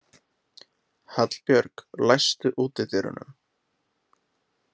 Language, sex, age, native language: Icelandic, male, 20-29, Icelandic